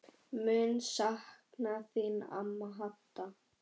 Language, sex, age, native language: Icelandic, female, 10, Icelandic